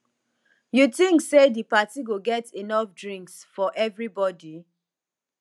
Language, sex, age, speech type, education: Nigerian Pidgin, female, 15-29, spontaneous, tertiary